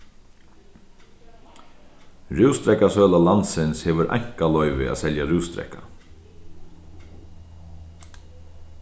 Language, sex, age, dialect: Faroese, male, 36-60, Sandoy